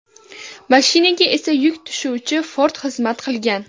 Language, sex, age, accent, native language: Uzbek, female, 18-24, Farg'ona, Uzbek